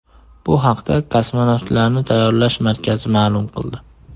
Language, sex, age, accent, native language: Uzbek, male, 18-24, Andijon, Uzbek